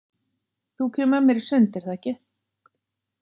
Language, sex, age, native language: Icelandic, female, 40-49, Icelandic